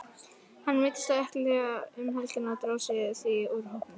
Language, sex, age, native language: Icelandic, female, 40-49, Icelandic